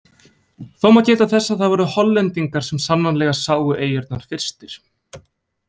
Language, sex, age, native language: Icelandic, male, 20-29, Icelandic